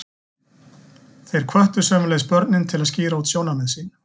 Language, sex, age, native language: Icelandic, male, 40-49, Icelandic